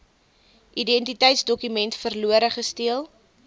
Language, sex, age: Afrikaans, female, 22